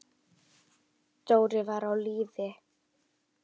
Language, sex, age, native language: Icelandic, female, 10, Icelandic